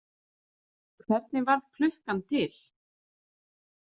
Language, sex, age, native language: Icelandic, female, 30-39, Icelandic